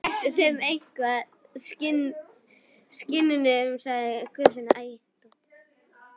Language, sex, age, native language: Icelandic, female, 11, Icelandic